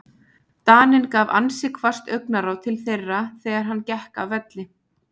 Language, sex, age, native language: Icelandic, female, 20-29, Icelandic